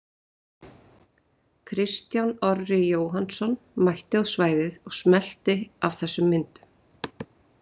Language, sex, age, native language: Icelandic, female, 30-39, Icelandic